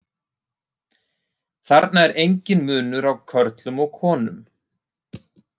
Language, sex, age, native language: Icelandic, male, 30-39, Icelandic